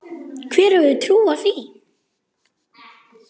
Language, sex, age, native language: Icelandic, other, 9, Icelandic